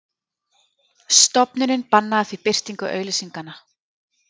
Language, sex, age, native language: Icelandic, female, 30-39, Icelandic